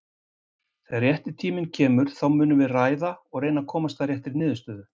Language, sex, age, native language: Icelandic, male, 50-59, Icelandic